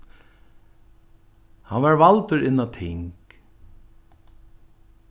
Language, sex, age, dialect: Faroese, male, 61+, Norðuroyggjar